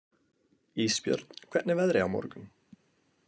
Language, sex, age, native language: Icelandic, male, 20-29, Icelandic